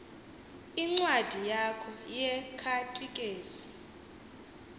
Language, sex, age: Xhosa, female, 22